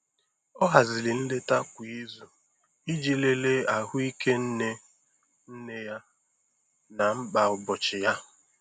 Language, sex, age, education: Igbo, male, 15-29, tertiary